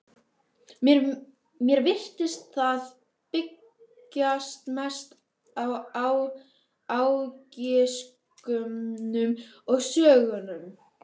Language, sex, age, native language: Icelandic, female, 11, Icelandic